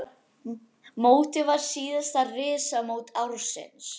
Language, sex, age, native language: Icelandic, other, 10, Icelandic